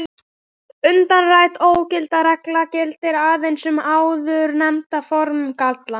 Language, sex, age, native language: Icelandic, female, 12, Icelandic